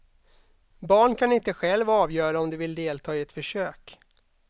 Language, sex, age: Swedish, male, 32